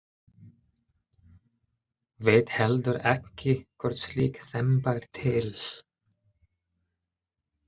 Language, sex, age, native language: Icelandic, male, 20-29, Icelandic